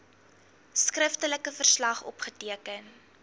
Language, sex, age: Afrikaans, female, 19